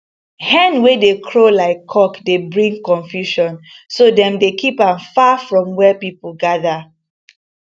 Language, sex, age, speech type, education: Nigerian Pidgin, female, 15-29, spontaneous, tertiary